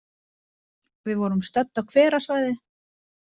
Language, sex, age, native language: Icelandic, female, 20-29, Icelandic